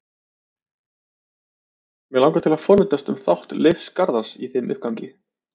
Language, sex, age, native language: Icelandic, male, 30-39, Icelandic